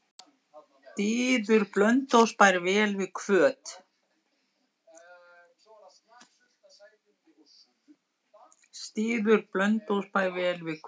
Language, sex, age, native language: Icelandic, female, 60-69, Icelandic